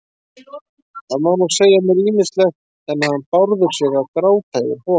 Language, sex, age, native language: Icelandic, male, 30-39, Icelandic